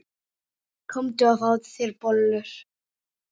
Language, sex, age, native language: Icelandic, female, 9, Icelandic